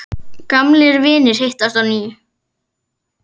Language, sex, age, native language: Icelandic, female, 10, Icelandic